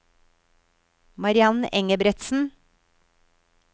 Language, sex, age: Norwegian, female, 53